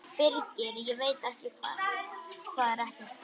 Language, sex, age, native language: Icelandic, male, 10, Icelandic